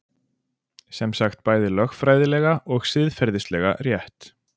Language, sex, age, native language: Icelandic, male, 40-49, Icelandic